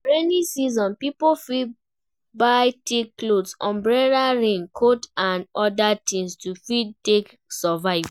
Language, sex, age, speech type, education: Nigerian Pidgin, female, 15-29, read, primary